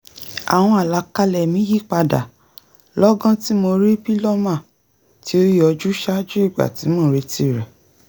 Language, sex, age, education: Yoruba, female, 30-45, tertiary